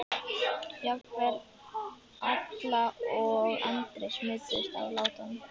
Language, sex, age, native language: Icelandic, male, 11, Icelandic